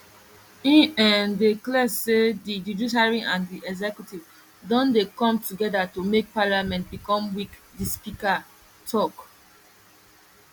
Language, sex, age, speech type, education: Nigerian Pidgin, male, 15-29, spontaneous, tertiary